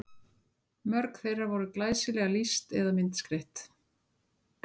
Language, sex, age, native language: Icelandic, female, 60-69, Icelandic